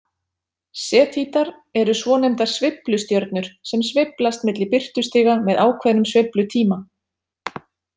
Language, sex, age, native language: Icelandic, female, 40-49, Icelandic